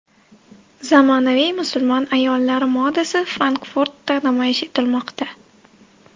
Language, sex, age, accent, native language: Uzbek, female, 18-24, Namangan, Uzbek